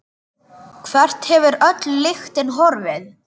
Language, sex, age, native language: Icelandic, male, 10, Icelandic